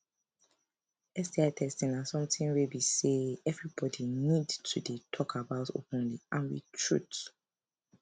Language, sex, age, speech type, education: Nigerian Pidgin, female, 15-29, spontaneous, tertiary